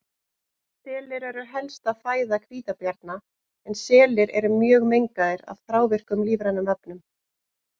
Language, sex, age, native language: Icelandic, female, 30-39, Icelandic